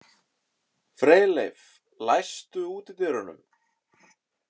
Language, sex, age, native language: Icelandic, male, 30-39, Icelandic